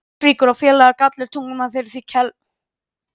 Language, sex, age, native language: Icelandic, female, 30-39, Icelandic